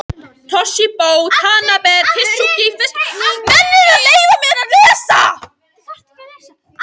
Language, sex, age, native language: Icelandic, female, 18-19, Icelandic